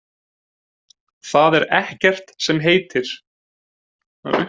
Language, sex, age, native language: Icelandic, male, 20-29, Icelandic